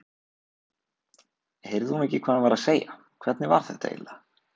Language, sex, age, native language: Icelandic, male, 20-29, Icelandic